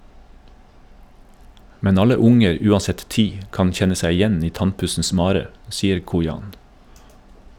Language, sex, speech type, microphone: Norwegian, male, read, Shure